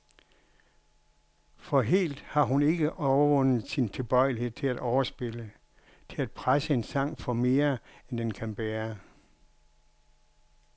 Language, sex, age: Danish, male, 61